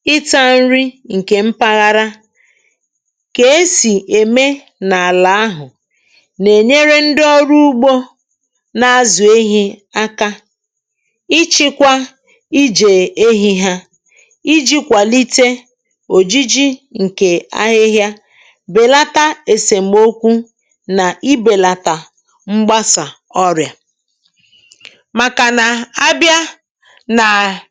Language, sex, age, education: Igbo, female, 60+, tertiary